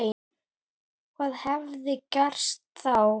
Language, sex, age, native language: Icelandic, male, 8, Icelandic